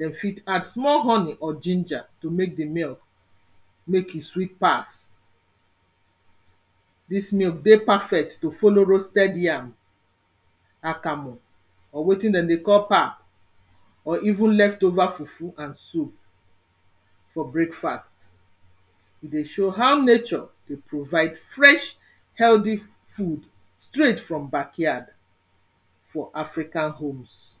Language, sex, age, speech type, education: Nigerian Pidgin, female, 46-60, spontaneous, secondary